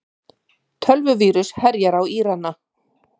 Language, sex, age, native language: Icelandic, female, 50-59, Icelandic